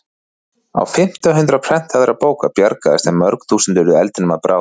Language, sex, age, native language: Icelandic, male, 40-49, Icelandic